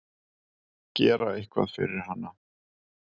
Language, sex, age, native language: Icelandic, male, 30-39, Icelandic